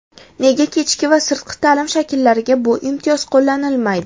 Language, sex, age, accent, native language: Uzbek, female, 19-29, Farg'ona, Uzbek